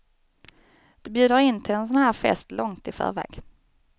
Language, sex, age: Swedish, female, 29